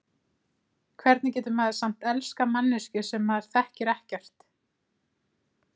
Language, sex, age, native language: Icelandic, female, 30-39, Icelandic